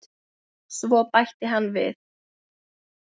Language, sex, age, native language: Icelandic, female, 6, Icelandic